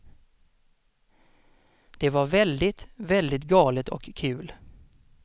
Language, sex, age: Swedish, male, 32